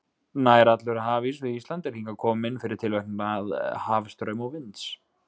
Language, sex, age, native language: Icelandic, male, 20-29, Icelandic